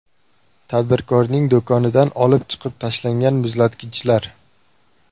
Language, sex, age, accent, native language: Uzbek, male, 18-24, Surxondaryo, Uzbek